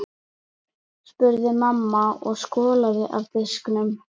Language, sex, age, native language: Icelandic, female, 11, Icelandic